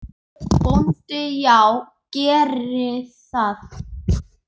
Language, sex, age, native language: Icelandic, male, 8, Icelandic